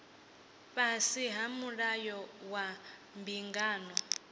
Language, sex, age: Venda, female, 18